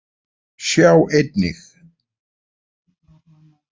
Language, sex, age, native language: Icelandic, male, 40-49, Icelandic